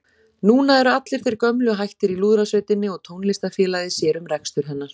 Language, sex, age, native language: Icelandic, female, 40-49, Icelandic